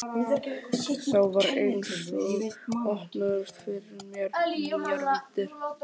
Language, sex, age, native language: Icelandic, male, 12, Icelandic